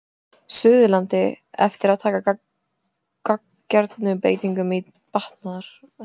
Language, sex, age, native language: Icelandic, female, 20-29, Icelandic